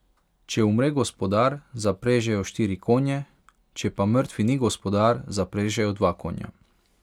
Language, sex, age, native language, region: Slovenian, male, 18-29, Hungarian, Pomurje region